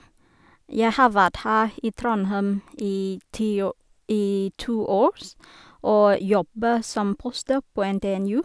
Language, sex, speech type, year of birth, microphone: Norwegian, female, spontaneous, 1983, Sennheiser